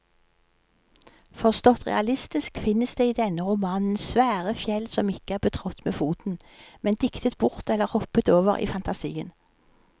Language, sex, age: Norwegian, female, 53